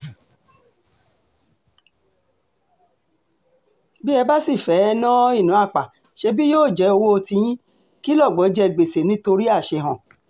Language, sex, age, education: Yoruba, female, 60+, tertiary